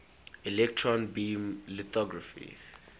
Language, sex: English, male